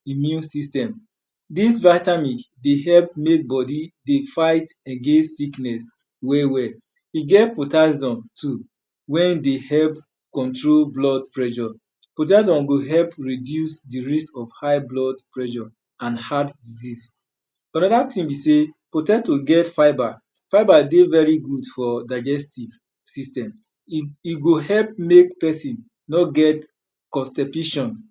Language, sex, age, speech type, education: Nigerian Pidgin, male, 30-45, spontaneous, tertiary